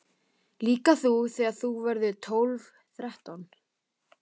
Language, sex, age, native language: Icelandic, male, 12, Icelandic